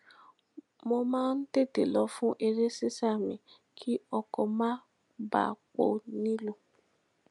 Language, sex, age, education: Yoruba, female, 15-29, tertiary